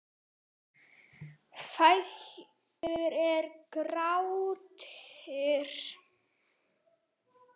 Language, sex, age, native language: Icelandic, female, 8, Icelandic